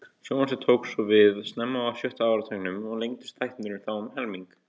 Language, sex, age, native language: Icelandic, male, 18-19, Icelandic